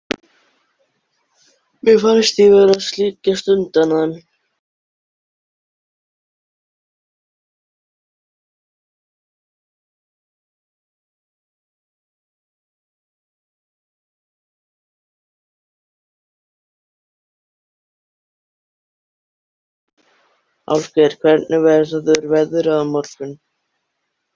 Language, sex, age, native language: Icelandic, male, 13, Icelandic